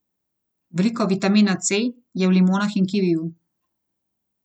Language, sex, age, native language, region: Slovenian, female, 30-49, Slovenian, Gorenjska region